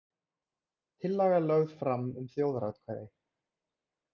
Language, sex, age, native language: Icelandic, male, 30-39, Icelandic